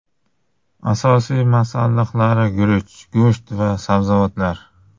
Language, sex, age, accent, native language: Uzbek, female, 25-34, Qashqadaryo, Uzbek